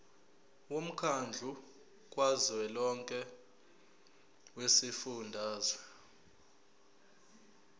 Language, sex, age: Zulu, male, 20